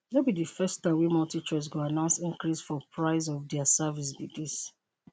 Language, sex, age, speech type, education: Nigerian Pidgin, female, 30-45, spontaneous, tertiary